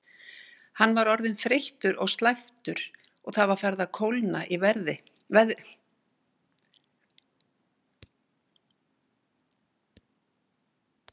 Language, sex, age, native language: Icelandic, female, 60-69, Icelandic